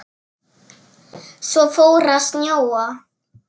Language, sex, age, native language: Icelandic, female, 7, Icelandic